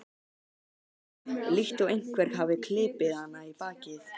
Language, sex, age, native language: Icelandic, male, 12, Icelandic